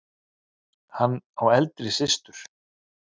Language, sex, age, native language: Icelandic, male, 30-39, Icelandic